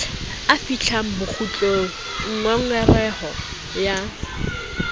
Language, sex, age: Southern Sotho, female, 20